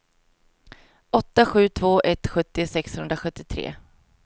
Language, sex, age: Swedish, female, 22